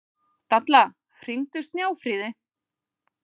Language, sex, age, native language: Icelandic, female, 40-49, Icelandic